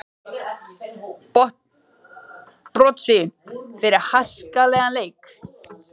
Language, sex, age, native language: Icelandic, male, 13, Icelandic